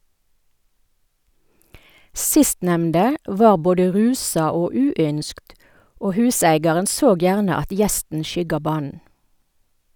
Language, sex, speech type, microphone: Norwegian, female, read, Sennheiser